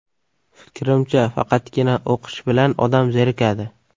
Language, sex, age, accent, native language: Uzbek, male, 25-34, Samarqand, Uzbek